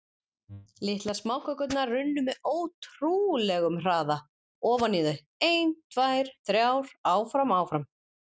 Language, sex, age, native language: Icelandic, female, 40-49, Icelandic